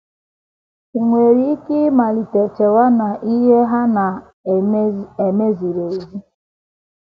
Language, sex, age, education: Igbo, female, 15-29, tertiary